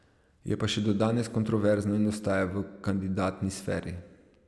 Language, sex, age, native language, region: Slovenian, male, 30-49, Slovenian, Savinja region